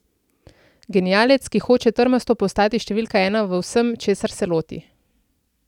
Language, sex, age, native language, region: Slovenian, female, 30-49, Slovenian, Central Slovenia